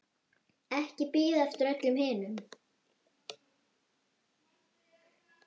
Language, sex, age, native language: Icelandic, female, 9, Icelandic